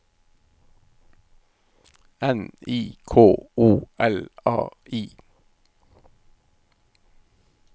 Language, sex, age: Norwegian, male, 51